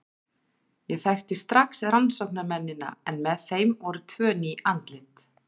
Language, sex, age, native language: Icelandic, female, 40-49, Icelandic